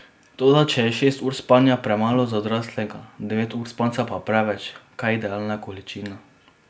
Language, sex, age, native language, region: Slovenian, male, 18-29, Slovenian, Drava region